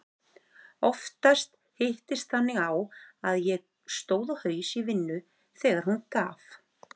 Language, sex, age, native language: Icelandic, female, 40-49, Icelandic